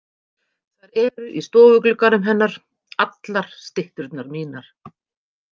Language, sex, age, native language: Icelandic, female, 50-59, Icelandic